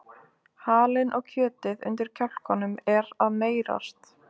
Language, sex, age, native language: Icelandic, female, 20-29, Icelandic